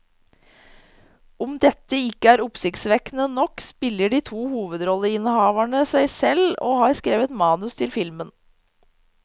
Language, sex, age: Norwegian, female, 30